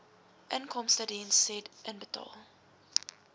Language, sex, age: Afrikaans, female, 19